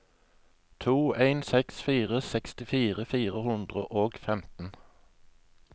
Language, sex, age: Norwegian, male, 57